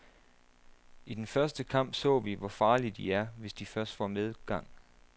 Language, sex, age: Danish, male, 27